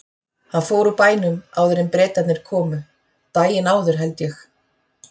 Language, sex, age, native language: Icelandic, female, 40-49, Icelandic